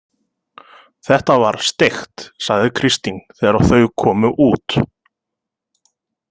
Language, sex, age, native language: Icelandic, male, 30-39, Icelandic